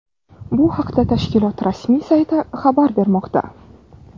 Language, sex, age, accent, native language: Uzbek, female, 18-24, Navoiy, Uzbek